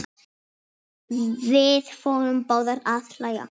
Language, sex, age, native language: Icelandic, female, 6, Icelandic